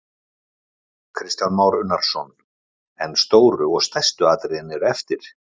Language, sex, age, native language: Icelandic, male, 50-59, Icelandic